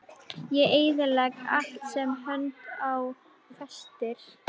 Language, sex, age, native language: Icelandic, female, 11, Icelandic